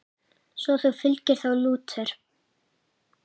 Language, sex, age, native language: Icelandic, male, 7, Icelandic